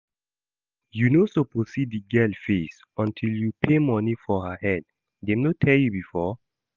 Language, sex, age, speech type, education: Nigerian Pidgin, male, 15-29, read, secondary